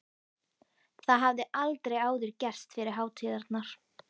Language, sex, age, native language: Icelandic, female, 13, Icelandic